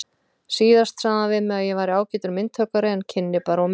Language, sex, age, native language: Icelandic, female, 40-49, Icelandic